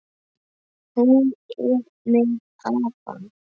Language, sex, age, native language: Icelandic, male, 9, Icelandic